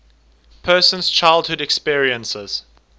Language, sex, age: English, male, 19